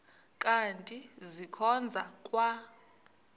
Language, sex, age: Xhosa, female, 38